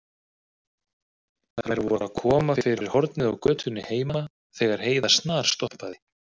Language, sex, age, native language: Icelandic, male, 30-39, Icelandic